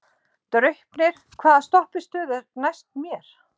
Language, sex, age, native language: Icelandic, female, 60-69, Icelandic